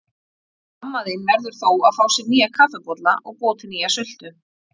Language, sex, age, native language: Icelandic, female, 40-49, Icelandic